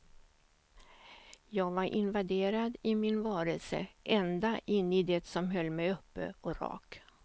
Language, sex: Swedish, female